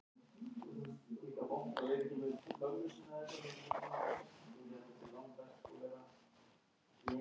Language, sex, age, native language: Icelandic, female, 30-39, Icelandic